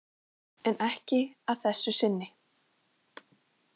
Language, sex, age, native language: Icelandic, female, 18-19, Icelandic